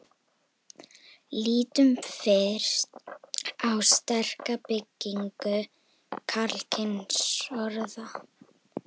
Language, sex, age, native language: Icelandic, female, 18-19, Icelandic